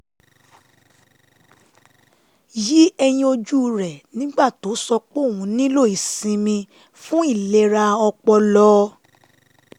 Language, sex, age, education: Yoruba, female, 15-29, tertiary